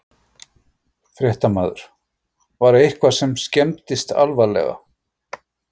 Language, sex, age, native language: Icelandic, male, 40-49, Icelandic